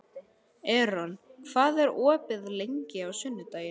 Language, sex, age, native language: Icelandic, male, 11, Icelandic